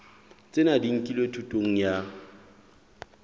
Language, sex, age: Southern Sotho, male, 26